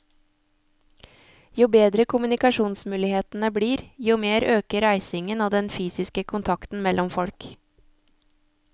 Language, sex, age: Norwegian, female, 24